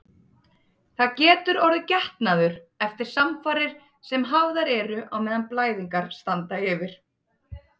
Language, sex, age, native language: Icelandic, female, 30-39, Icelandic